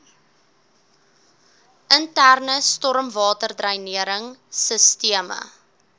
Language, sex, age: Afrikaans, female, 18